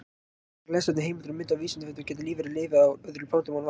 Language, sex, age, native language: Icelandic, male, 18-19, Icelandic